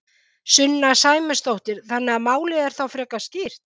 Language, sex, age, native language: Icelandic, female, 50-59, Icelandic